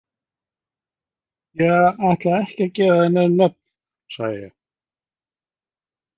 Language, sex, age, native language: Icelandic, male, 50-59, Icelandic